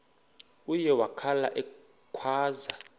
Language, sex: Xhosa, male